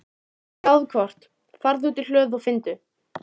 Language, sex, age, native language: Icelandic, female, 13, Icelandic